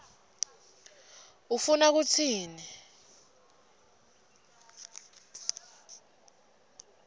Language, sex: Swati, female